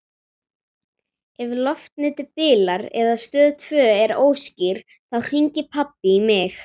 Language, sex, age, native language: Icelandic, female, 40-49, Icelandic